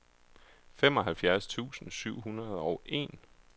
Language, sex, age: Danish, male, 31